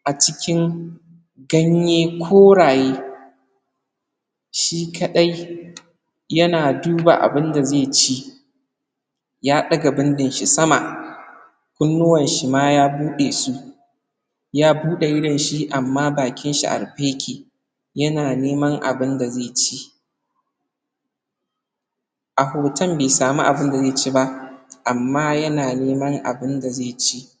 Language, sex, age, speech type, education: Hausa, male, 15-29, spontaneous, primary